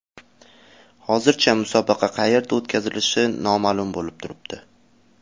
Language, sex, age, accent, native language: Uzbek, male, 18-24, Farg'ona, Uzbek